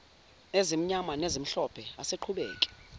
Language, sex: Zulu, female